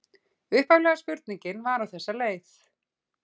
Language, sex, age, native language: Icelandic, female, 40-49, Icelandic